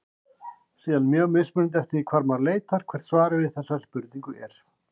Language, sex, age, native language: Icelandic, male, 50-59, Icelandic